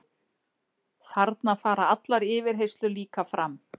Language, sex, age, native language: Icelandic, female, 40-49, Icelandic